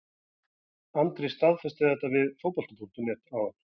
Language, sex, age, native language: Icelandic, male, 40-49, Icelandic